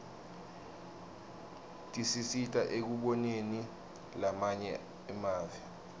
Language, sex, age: Swati, male, 20